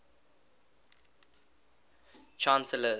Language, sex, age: English, male, 21